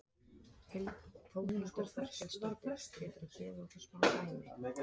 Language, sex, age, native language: Icelandic, female, 30-39, Icelandic